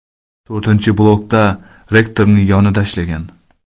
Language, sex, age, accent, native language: Uzbek, male, 25-34, Qoraqalpog'iston, Karakalpak